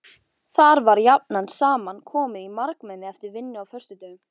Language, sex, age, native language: Icelandic, female, 14, Icelandic